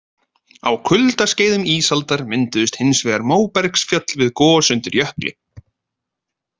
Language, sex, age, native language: Icelandic, male, 30-39, Icelandic